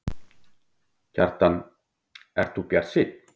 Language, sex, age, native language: Icelandic, male, 50-59, Icelandic